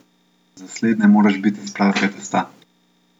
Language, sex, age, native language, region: Slovenian, male, 18-29, Slovenian, Central Slovenia